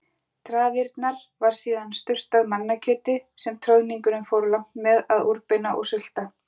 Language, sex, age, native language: Icelandic, female, 40-49, Icelandic